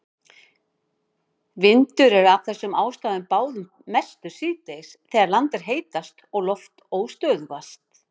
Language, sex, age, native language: Icelandic, female, 50-59, Icelandic